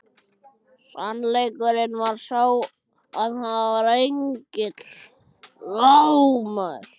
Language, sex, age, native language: Icelandic, other, 12, Icelandic